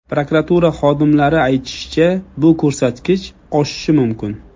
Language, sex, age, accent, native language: Uzbek, male, 25-34, Jizzax, Uzbek